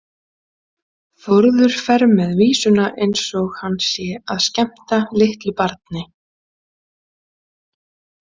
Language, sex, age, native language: Icelandic, female, 20-29, Icelandic